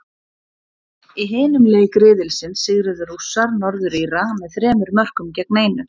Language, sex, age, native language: Icelandic, female, 40-49, Icelandic